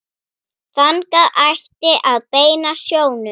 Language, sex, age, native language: Icelandic, female, 9, Icelandic